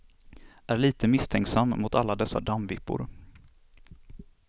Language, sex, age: Swedish, male, 27